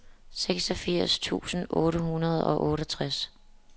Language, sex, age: Danish, female, 27